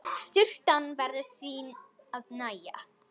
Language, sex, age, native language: Icelandic, female, 10, Icelandic